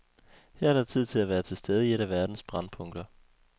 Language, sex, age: Danish, male, 21